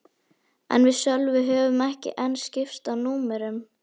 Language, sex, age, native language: Icelandic, female, 11, Icelandic